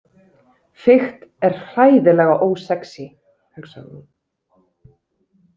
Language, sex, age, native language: Icelandic, female, 30-39, Icelandic